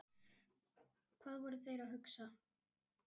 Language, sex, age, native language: Icelandic, male, 10, Icelandic